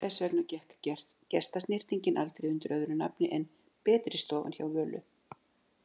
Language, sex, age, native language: Icelandic, female, 60-69, Icelandic